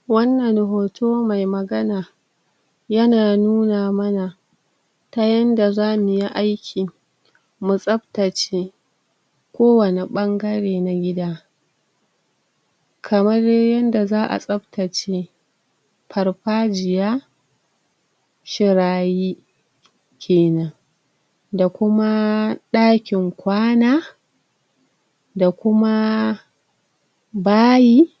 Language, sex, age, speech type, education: Hausa, female, 30-45, spontaneous, tertiary